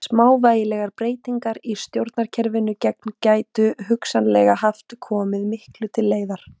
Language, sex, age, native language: Icelandic, female, 18-19, Icelandic